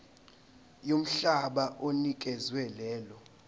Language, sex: Zulu, male